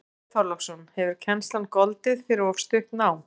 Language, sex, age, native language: Icelandic, female, 40-49, Icelandic